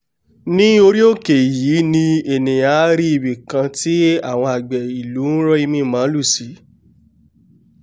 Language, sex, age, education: Yoruba, male, 30-45, tertiary